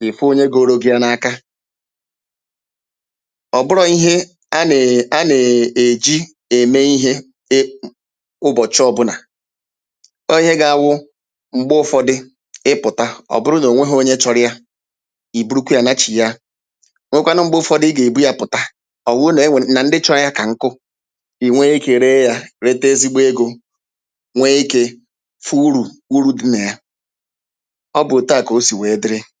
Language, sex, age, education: Igbo, male, 30-45, tertiary